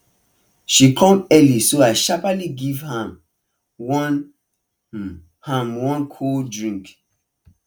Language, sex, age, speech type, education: Nigerian Pidgin, male, 15-29, spontaneous, tertiary